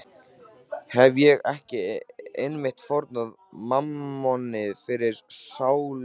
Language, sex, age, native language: Icelandic, male, 13, Icelandic